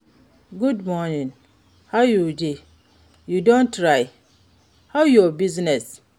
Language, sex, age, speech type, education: Nigerian Pidgin, female, 46-60, read, secondary